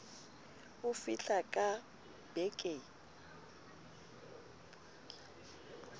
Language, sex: Southern Sotho, female